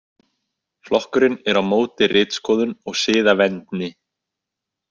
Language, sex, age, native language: Icelandic, male, 18-19, Icelandic